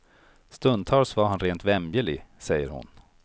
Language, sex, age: Swedish, male, 43